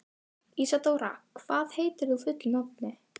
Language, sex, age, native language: Icelandic, female, 12, Icelandic